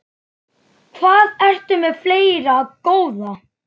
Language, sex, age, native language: Icelandic, female, 9, Icelandic